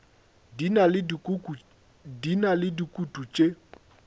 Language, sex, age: Northern Sotho, male, 21